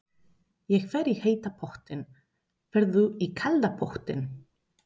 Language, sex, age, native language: Icelandic, female, 30-39, Spanish